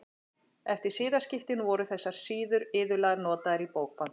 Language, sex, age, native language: Icelandic, female, 40-49, Icelandic